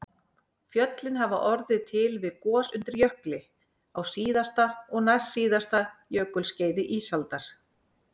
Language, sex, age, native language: Icelandic, female, 40-49, Icelandic